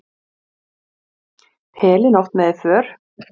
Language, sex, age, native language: Icelandic, female, 40-49, Icelandic